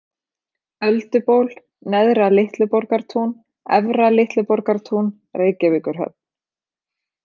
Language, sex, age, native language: Icelandic, female, 30-39, Icelandic